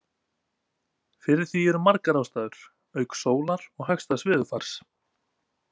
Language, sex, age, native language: Icelandic, male, 20-29, Icelandic